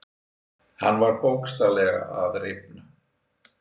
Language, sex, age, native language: Icelandic, male, 60-69, Icelandic